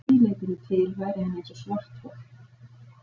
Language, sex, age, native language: Icelandic, female, 40-49, Icelandic